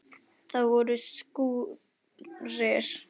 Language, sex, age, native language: Icelandic, male, 9, Icelandic